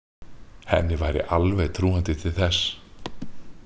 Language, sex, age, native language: Icelandic, male, 30-39, Icelandic